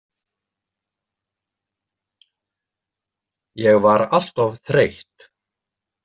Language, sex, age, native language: Icelandic, male, 70-79, Icelandic